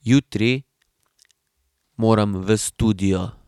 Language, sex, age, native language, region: Slovenian, male, 18-29, Slovenian, Drava region